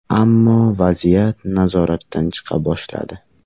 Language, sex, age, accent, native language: Uzbek, male, 18-24, Surxondaryo, Uzbek